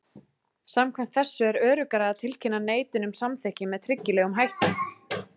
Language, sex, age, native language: Icelandic, female, 30-39, Icelandic